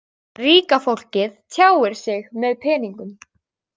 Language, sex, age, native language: Icelandic, female, 18-19, Icelandic